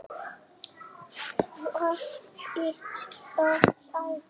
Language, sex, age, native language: Icelandic, male, 6, Icelandic